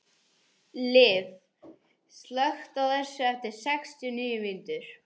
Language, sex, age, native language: Icelandic, male, 18-19, English